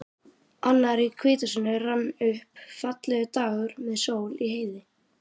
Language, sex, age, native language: Icelandic, male, 30-39, Icelandic